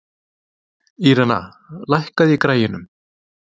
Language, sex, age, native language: Icelandic, male, 30-39, Icelandic